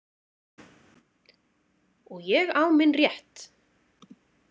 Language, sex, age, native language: Icelandic, female, 30-39, Icelandic